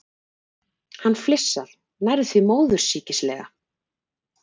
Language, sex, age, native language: Icelandic, female, 40-49, Icelandic